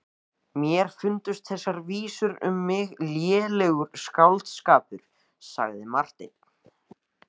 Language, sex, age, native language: Icelandic, male, 14, Icelandic